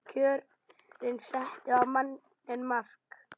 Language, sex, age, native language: Icelandic, male, 10, Icelandic